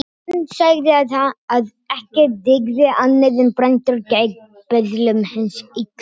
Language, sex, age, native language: Icelandic, other, 18-19, Icelandic